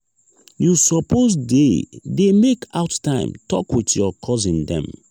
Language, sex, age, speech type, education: Nigerian Pidgin, male, 15-29, spontaneous, tertiary